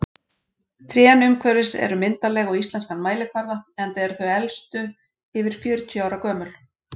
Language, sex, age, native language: Icelandic, female, 40-49, Icelandic